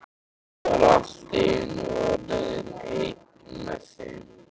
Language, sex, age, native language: Icelandic, male, 13, Icelandic